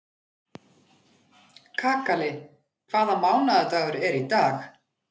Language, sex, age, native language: Icelandic, female, 40-49, Icelandic